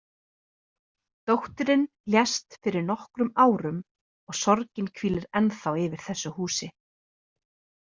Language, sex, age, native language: Icelandic, female, 30-39, Icelandic